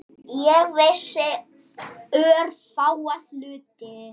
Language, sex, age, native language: Icelandic, male, 7, Icelandic